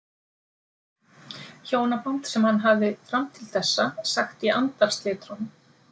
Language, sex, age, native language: Icelandic, female, 50-59, Icelandic